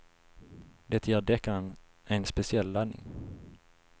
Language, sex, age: Swedish, male, 19